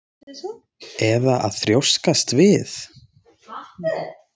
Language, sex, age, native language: Icelandic, male, 30-39, Icelandic